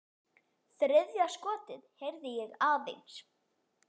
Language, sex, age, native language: Icelandic, female, 10, Icelandic